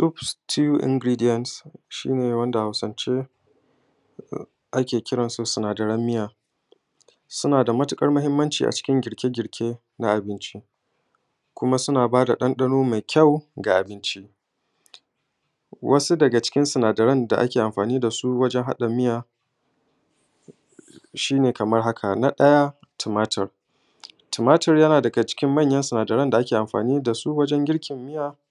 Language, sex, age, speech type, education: Hausa, male, 15-29, spontaneous, primary